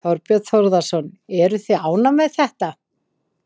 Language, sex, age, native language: Icelandic, female, 20-29, Icelandic